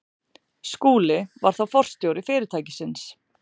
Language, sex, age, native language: Icelandic, female, 40-49, Icelandic